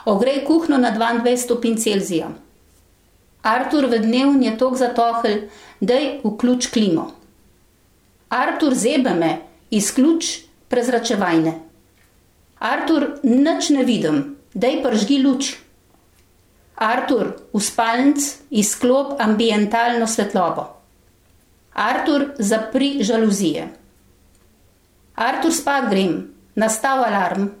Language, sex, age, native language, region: Slovenian, female, 60+, Slovenian, Gorenjska region